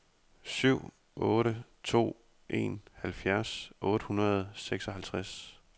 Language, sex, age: Danish, male, 30